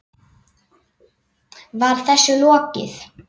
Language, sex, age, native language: Icelandic, male, 8, Icelandic